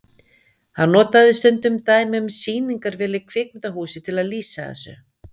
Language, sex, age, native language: Icelandic, female, 50-59, Icelandic